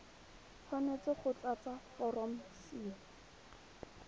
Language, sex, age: Tswana, female, 21